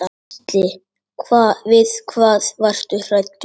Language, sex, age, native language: Icelandic, male, 8, Icelandic